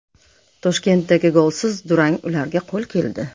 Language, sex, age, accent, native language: Uzbek, female, 35+, Namangan, Uzbek